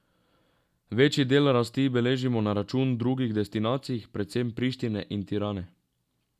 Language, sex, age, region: Slovenian, male, 18-29, Drava region